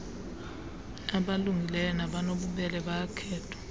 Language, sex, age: Xhosa, female, 30